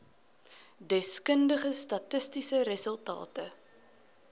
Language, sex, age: Afrikaans, female, 19